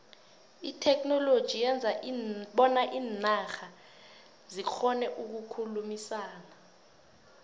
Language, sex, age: South Ndebele, female, 20